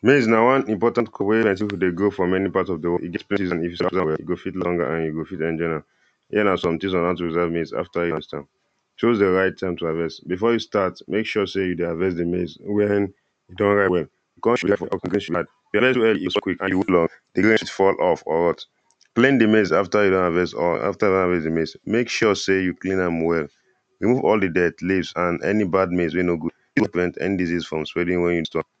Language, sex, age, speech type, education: Nigerian Pidgin, male, 15-29, spontaneous, primary